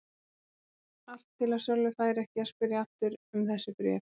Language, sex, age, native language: Icelandic, female, 30-39, Icelandic